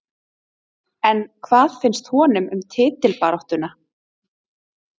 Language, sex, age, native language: Icelandic, female, 30-39, Icelandic